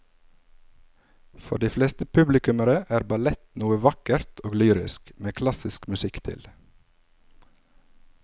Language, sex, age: Norwegian, male, 27